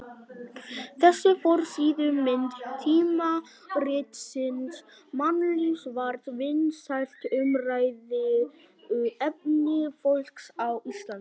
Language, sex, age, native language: Icelandic, male, 11, Icelandic